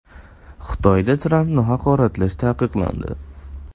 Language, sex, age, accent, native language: Uzbek, male, 18-24, Navoiy, Uzbek